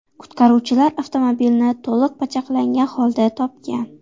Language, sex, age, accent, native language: Uzbek, female, 18-24, Xorazm, Uzbek